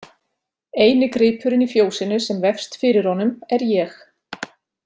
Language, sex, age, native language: Icelandic, female, 40-49, Icelandic